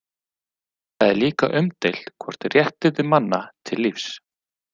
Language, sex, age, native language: Icelandic, male, 40-49, Icelandic